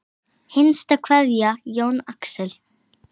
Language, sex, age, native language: Icelandic, female, 8, Icelandic